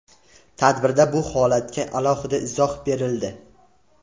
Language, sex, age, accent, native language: Uzbek, male, 18-24, Andijon, Uzbek